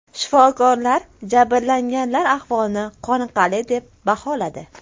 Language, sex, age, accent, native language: Uzbek, female, under 19, Toshkent viloyati, Uzbek